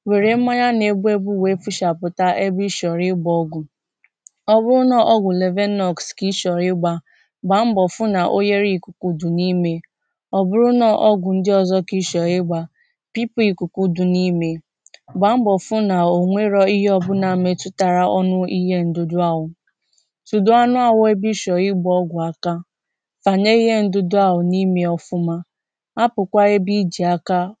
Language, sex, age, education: Igbo, female, 15-29, tertiary